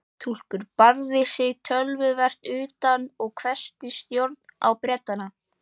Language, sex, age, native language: Icelandic, male, 11, Icelandic